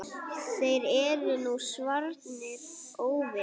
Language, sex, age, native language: Icelandic, male, 8, Icelandic